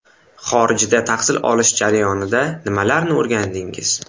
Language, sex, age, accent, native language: Uzbek, male, 18-24, Samarqand, Uzbek